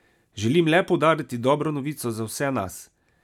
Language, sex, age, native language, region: Slovenian, male, 30-49, Slovenian, Savinja region